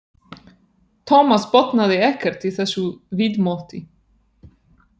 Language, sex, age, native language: Icelandic, female, 30-39, Polish